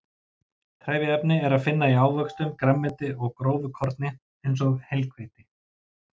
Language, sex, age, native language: Icelandic, male, 40-49, Icelandic